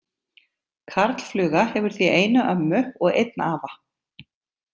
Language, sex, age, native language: Icelandic, female, 50-59, Icelandic